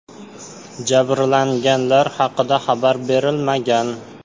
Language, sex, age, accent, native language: Uzbek, male, 18-24, Xorazm, Uzbek